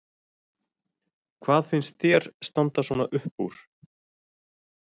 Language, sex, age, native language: Icelandic, male, 40-49, Icelandic